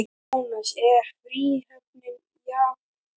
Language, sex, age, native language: Icelandic, male, 12, Icelandic